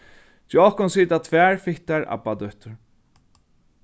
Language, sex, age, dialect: Faroese, male, 36-60, Norðurstreymoy/Eysturoy